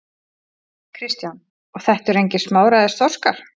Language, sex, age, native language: Icelandic, female, 30-39, Icelandic